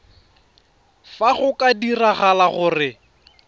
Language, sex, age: Tswana, male, 31